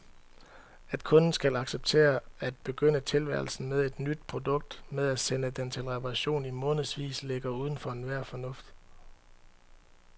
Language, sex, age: Danish, male, 31